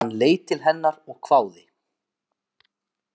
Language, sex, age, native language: Icelandic, male, 40-49, Icelandic